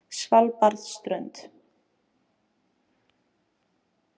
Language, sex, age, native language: Icelandic, female, 18-19, Icelandic